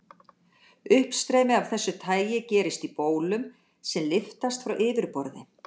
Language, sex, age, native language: Icelandic, female, 60-69, Icelandic